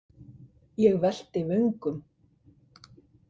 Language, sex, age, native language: Icelandic, male, 50-59, Icelandic